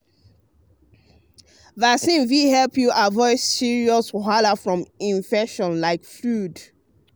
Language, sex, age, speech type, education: Nigerian Pidgin, male, 30-45, spontaneous, tertiary